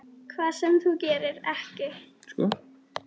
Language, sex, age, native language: Icelandic, female, 9, Icelandic